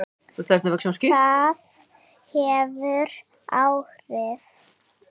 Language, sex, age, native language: Icelandic, female, 7, Icelandic